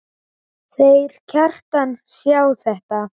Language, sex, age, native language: Icelandic, male, 10, Icelandic